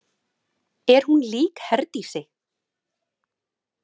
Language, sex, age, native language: Icelandic, female, 30-39, Icelandic